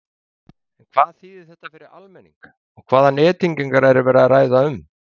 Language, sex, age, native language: Icelandic, male, 50-59, Icelandic